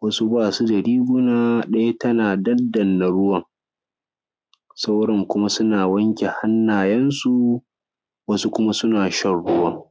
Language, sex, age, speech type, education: Hausa, male, 15-29, spontaneous, secondary